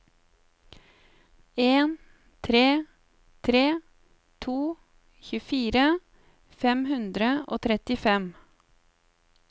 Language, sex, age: Norwegian, female, 35